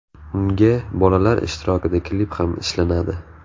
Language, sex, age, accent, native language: Uzbek, male, 18-24, Navoiy, Uzbek